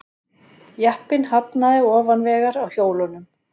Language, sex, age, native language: Icelandic, female, 40-49, Icelandic